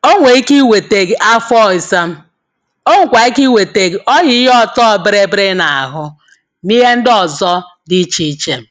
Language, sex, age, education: Igbo, female, 30-45, tertiary